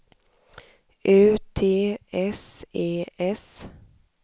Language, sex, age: Swedish, male, 25